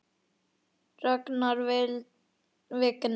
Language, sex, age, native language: Icelandic, male, 9, Icelandic